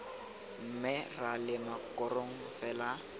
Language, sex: Tswana, male